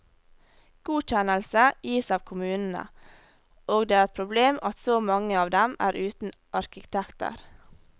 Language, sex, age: Norwegian, female, 18